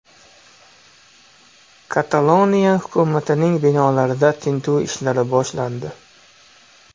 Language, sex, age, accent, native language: Uzbek, male, 25-34, Samarqand, Uzbek